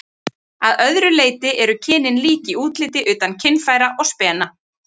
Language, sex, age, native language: Icelandic, female, 30-39, Icelandic